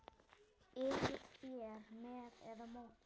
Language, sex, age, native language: Icelandic, male, 9, Icelandic